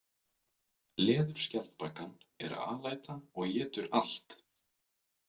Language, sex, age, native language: Icelandic, male, 20-29, Icelandic